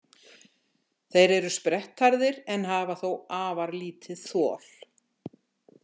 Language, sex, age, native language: Icelandic, female, 60-69, Icelandic